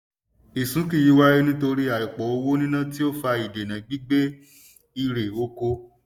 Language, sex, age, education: Yoruba, male, 15-29, tertiary